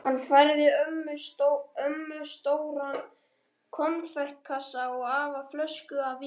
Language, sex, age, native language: Icelandic, male, 13, Icelandic